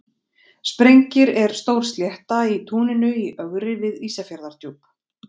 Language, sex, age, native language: Icelandic, female, 40-49, Icelandic